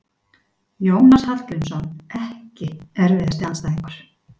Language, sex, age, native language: Icelandic, female, 50-59, Icelandic